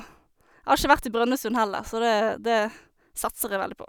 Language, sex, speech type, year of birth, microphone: Norwegian, female, spontaneous, 1991, Sennheiser